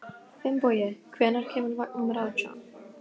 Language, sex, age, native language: Icelandic, female, 12, Icelandic